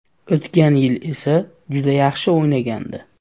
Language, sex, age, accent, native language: Uzbek, male, 18-24, Namangan, Uzbek